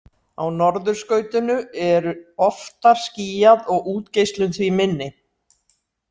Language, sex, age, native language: Icelandic, female, 60-69, Icelandic